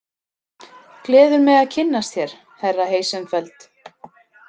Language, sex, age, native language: Icelandic, female, 30-39, Icelandic